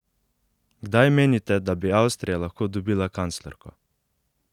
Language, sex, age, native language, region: Slovenian, male, 18-29, Slovenian, Savinja region